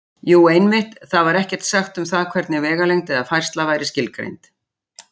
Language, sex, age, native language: Icelandic, female, 60-69, Icelandic